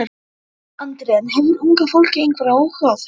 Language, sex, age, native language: Icelandic, male, 12, Icelandic